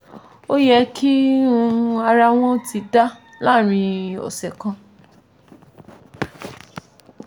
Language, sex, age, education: Yoruba, female, 15-29, tertiary